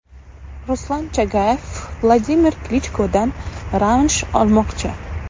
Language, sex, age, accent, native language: Uzbek, female, 18-24, Toshkent shahri, Uzbek